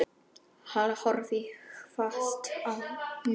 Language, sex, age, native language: Icelandic, male, 9, Icelandic